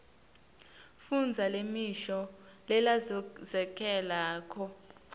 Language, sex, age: Swati, female, 19